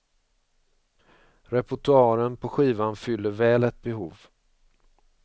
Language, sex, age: Swedish, male, 45